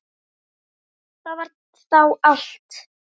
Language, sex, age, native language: Icelandic, female, 10, Icelandic